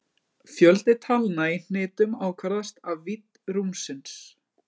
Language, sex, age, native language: Icelandic, male, 20-29, Icelandic